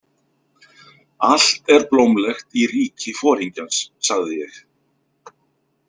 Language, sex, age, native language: Icelandic, male, 50-59, Icelandic